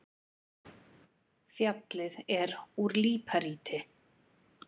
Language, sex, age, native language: Icelandic, female, 50-59, Icelandic